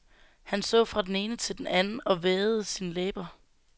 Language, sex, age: Danish, female, 19